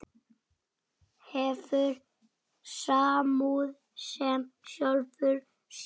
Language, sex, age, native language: Icelandic, female, 8, Icelandic